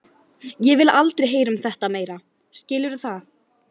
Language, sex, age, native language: Icelandic, female, 11, Icelandic